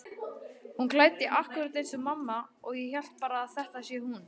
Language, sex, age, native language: Icelandic, male, 18-19, Icelandic